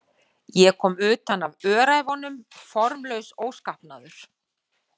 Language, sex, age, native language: Icelandic, female, 40-49, Icelandic